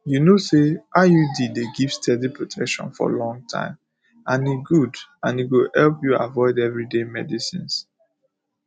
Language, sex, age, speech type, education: Nigerian Pidgin, male, 15-29, spontaneous, tertiary